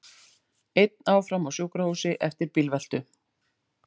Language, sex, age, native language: Icelandic, female, 40-49, Icelandic